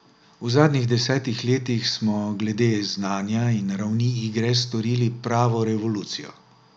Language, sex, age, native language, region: Slovenian, male, 60+, Slovenian, Drava region